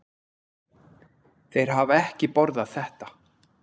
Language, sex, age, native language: Icelandic, male, 40-49, Icelandic